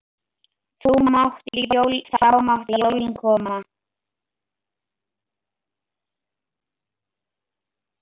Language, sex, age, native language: Icelandic, male, 10, Icelandic